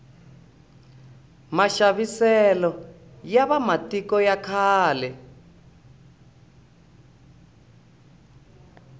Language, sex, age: Tsonga, male, 20